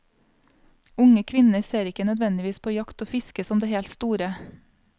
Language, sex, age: Norwegian, female, 35